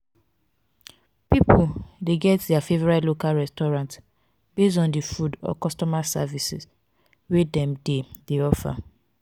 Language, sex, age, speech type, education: Nigerian Pidgin, female, 15-29, spontaneous, tertiary